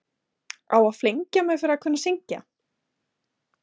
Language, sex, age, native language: Icelandic, female, 20-29, Icelandic